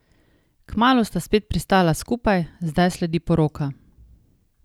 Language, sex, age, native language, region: Slovenian, female, 30-49, Slovenian, Savinja region